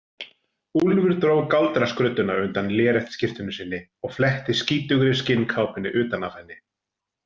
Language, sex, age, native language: Icelandic, male, 40-49, Icelandic